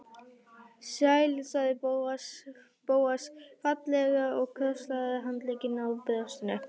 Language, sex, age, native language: Icelandic, female, 11, Icelandic